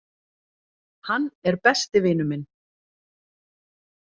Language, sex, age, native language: Icelandic, female, 40-49, Icelandic